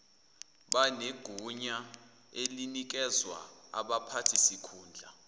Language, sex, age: Zulu, male, 21